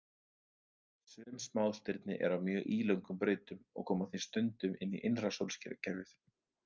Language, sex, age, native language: Icelandic, male, 30-39, Icelandic